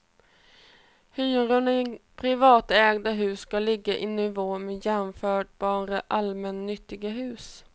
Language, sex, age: Swedish, female, 28